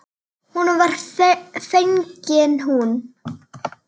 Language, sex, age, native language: Icelandic, female, 9, Icelandic